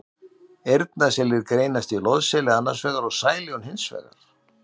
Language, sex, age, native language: Icelandic, male, 60-69, Icelandic